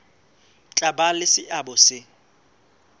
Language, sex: Southern Sotho, female